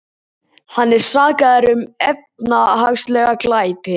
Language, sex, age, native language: Icelandic, male, 18-19, Icelandic